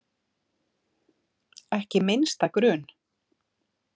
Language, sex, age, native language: Icelandic, female, 30-39, Icelandic